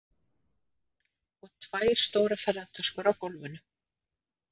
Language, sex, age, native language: Icelandic, female, 30-39, Icelandic